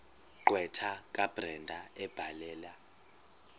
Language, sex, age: Xhosa, male, 31